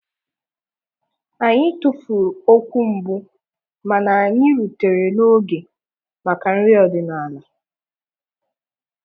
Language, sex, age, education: Igbo, female, 30-45, tertiary